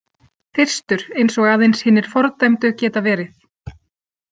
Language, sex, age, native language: Icelandic, female, 30-39, Icelandic